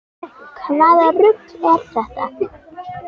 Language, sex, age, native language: Icelandic, female, 10, Icelandic